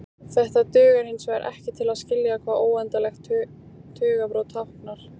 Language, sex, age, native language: Icelandic, female, 18-19, Icelandic